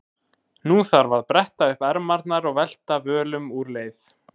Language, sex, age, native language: Icelandic, male, 20-29, Icelandic